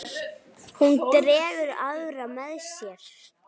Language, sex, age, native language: Icelandic, female, 8, Icelandic